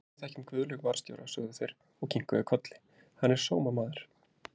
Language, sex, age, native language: Icelandic, male, 30-39, Icelandic